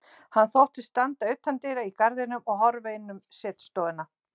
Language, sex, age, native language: Icelandic, female, 60-69, Icelandic